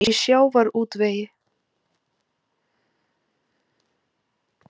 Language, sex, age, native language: Icelandic, female, 18-19, Icelandic